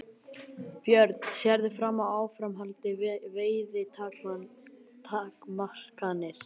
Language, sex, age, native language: Icelandic, male, 12, Icelandic